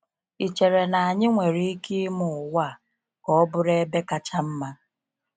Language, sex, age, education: Igbo, female, 30-45, tertiary